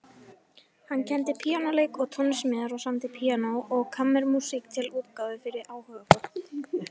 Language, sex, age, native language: Icelandic, female, 18-19, Icelandic